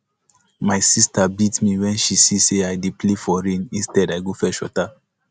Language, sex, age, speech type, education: Nigerian Pidgin, male, 15-29, spontaneous, tertiary